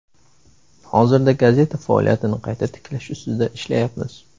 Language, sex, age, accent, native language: Uzbek, male, 18-24, Samarqand, Uzbek